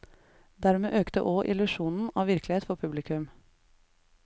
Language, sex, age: Norwegian, female, 33